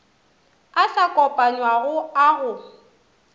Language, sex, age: Northern Sotho, female, 27